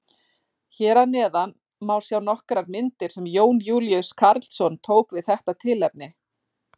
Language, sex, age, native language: Icelandic, female, 40-49, Icelandic